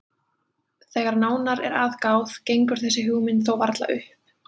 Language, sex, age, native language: Icelandic, female, 20-29, Icelandic